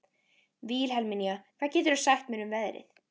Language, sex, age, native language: Icelandic, female, 13, Icelandic